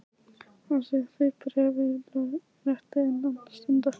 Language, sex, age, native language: Icelandic, male, 11, Icelandic